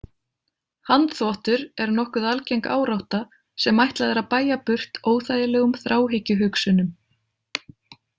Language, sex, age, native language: Icelandic, female, 30-39, Icelandic